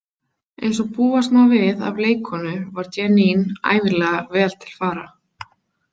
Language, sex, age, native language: Icelandic, female, 20-29, Icelandic